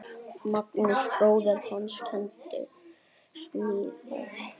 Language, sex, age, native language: Icelandic, male, 9, Icelandic